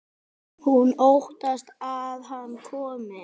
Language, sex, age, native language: Icelandic, male, 10, Icelandic